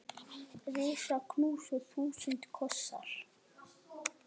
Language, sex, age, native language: Icelandic, male, 8, Icelandic